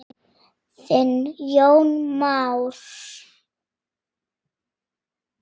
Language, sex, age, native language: Icelandic, female, 8, Icelandic